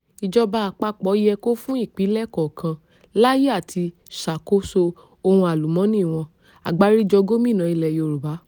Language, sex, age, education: Yoruba, female, 30-45, tertiary